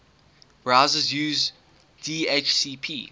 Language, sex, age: English, male, 19